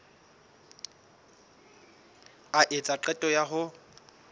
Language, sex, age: Southern Sotho, male, 24